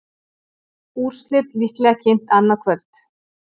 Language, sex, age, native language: Icelandic, female, 40-49, Icelandic